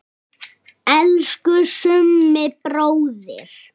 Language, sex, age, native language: Icelandic, male, 7, Icelandic